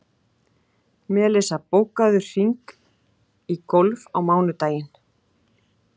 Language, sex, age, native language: Icelandic, female, 40-49, Icelandic